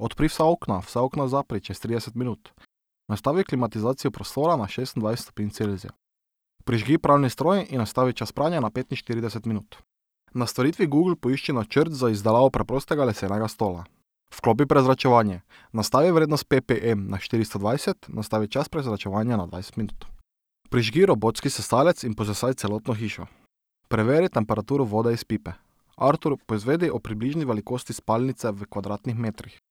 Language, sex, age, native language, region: Slovenian, male, 18-29, Slovenian, Drava region